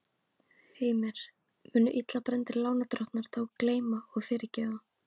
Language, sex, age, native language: Icelandic, female, 18-19, Icelandic